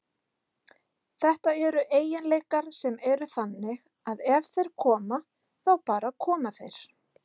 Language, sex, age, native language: Icelandic, female, 30-39, Icelandic